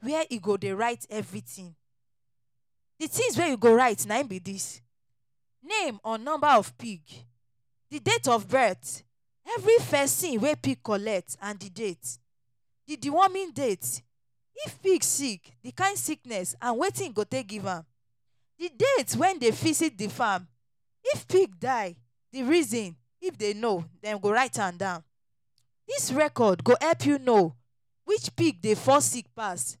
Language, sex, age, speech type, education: Nigerian Pidgin, female, 30-45, spontaneous, tertiary